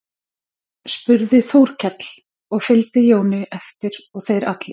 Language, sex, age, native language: Icelandic, female, 50-59, Icelandic